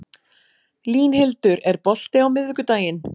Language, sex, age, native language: Icelandic, female, 40-49, Icelandic